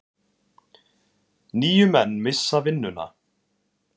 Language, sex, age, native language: Icelandic, male, 20-29, Icelandic